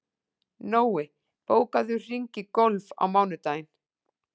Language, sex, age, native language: Icelandic, female, 40-49, Icelandic